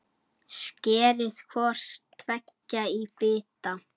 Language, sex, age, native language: Icelandic, male, 9, Icelandic